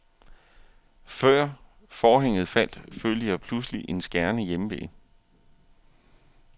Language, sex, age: Danish, male, 41